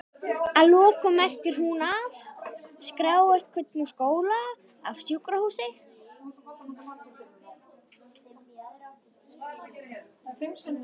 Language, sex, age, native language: Icelandic, female, 50-59, Icelandic